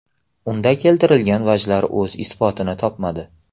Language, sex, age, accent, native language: Uzbek, male, 18-24, Xorazm, Uzbek